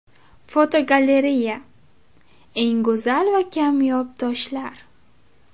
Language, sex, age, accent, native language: Uzbek, female, under 19, Navoiy, Uzbek